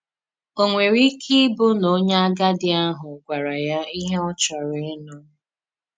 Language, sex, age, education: Igbo, female, 15-29, tertiary